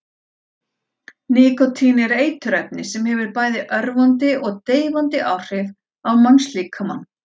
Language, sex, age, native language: Icelandic, female, 40-49, Icelandic